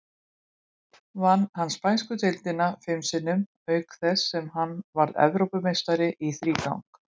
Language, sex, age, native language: Icelandic, female, 20-29, Icelandic